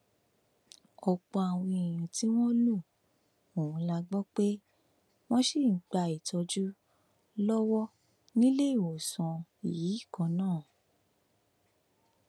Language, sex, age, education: Yoruba, female, 15-29, tertiary